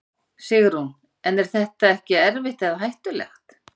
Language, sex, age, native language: Icelandic, female, 50-59, Icelandic